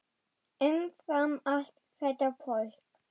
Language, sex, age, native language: Icelandic, female, 10, German